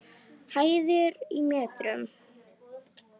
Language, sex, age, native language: Icelandic, female, 10, Icelandic